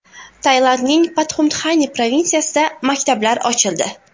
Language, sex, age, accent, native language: Uzbek, female, 18-24, Buxoro, Uzbek